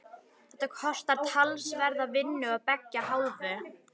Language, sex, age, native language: Icelandic, female, 11, Icelandic